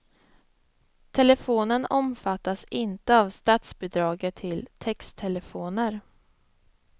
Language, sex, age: Swedish, female, 25